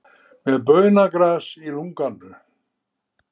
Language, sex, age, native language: Icelandic, male, 70-79, Icelandic